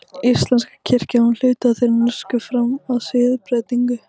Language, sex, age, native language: Icelandic, female, 18-19, Icelandic